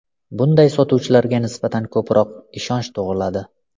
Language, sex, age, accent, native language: Uzbek, male, 25-34, Samarqand, Uzbek